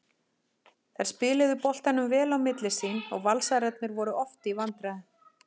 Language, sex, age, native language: Icelandic, female, 40-49, Icelandic